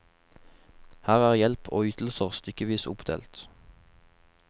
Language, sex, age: Norwegian, male, 21